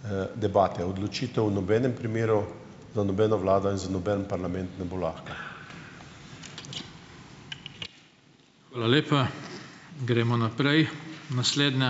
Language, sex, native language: Slovenian, male, Slovenian